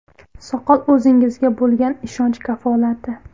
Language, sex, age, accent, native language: Uzbek, female, 19-29, Farg'ona, Uzbek